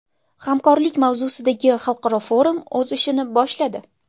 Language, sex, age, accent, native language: Uzbek, female, 19-29, Jizzax, Uzbek